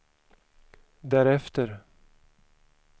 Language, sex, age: Swedish, male, 41